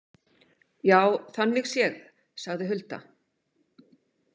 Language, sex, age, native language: Icelandic, female, 50-59, Icelandic